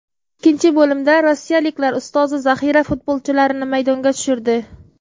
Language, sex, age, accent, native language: Uzbek, female, 25-34, Qoraqalpog'iston, Uzbek